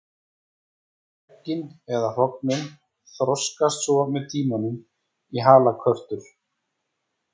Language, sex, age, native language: Icelandic, male, 40-49, Icelandic